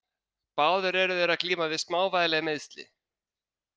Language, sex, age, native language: Icelandic, male, 30-39, Icelandic